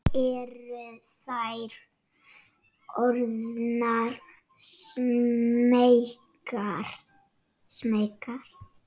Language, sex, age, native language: Icelandic, male, 6, Icelandic